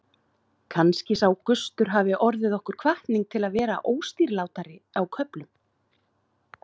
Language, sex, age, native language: Icelandic, female, 30-39, Icelandic